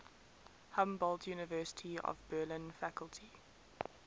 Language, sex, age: English, female, 19